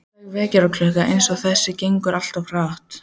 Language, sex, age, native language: Icelandic, female, 14, Icelandic